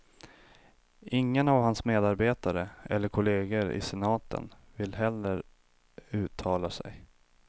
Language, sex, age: Swedish, male, 25